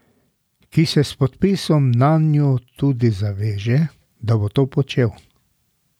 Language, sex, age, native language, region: Slovenian, male, 60+, Slovenian, Drava region